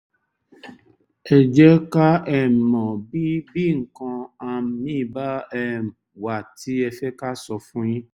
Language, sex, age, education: Yoruba, male, 30-45, tertiary